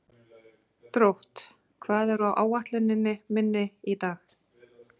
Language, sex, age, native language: Icelandic, female, 40-49, Icelandic